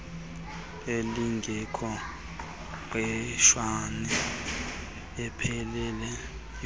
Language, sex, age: Xhosa, male, 19